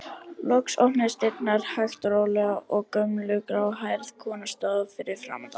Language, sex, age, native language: Icelandic, female, 70-79, Icelandic